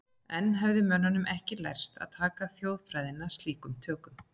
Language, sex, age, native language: Icelandic, female, 40-49, Icelandic